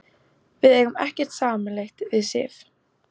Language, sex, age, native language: Icelandic, female, 14, Icelandic